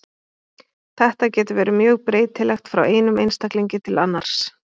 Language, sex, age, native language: Icelandic, female, 30-39, Icelandic